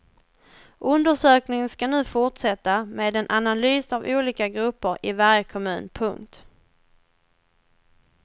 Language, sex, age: Swedish, female, 21